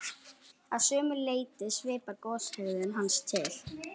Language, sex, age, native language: Icelandic, female, 11, Icelandic